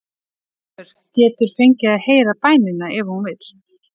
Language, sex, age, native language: Icelandic, female, 11, Icelandic